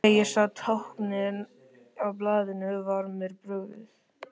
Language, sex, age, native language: Icelandic, male, 13, Icelandic